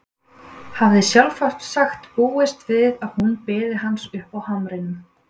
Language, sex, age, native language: Icelandic, female, 20-29, Icelandic